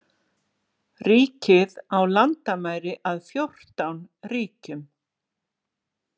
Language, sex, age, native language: Icelandic, female, 60-69, Icelandic